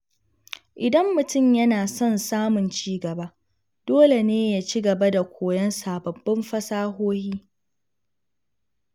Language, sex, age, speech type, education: Hausa, female, 15-29, read, secondary